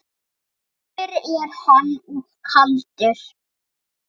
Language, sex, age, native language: Icelandic, female, 9, Icelandic